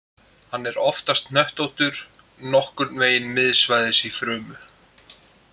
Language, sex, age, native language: Icelandic, male, 20-29, Icelandic